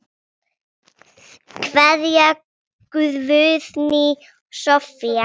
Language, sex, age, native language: Icelandic, female, 6, Icelandic